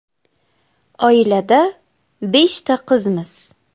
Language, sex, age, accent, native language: Uzbek, female, 25-34, Samarqand, Uzbek